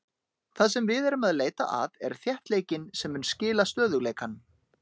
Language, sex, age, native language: Icelandic, male, 30-39, Icelandic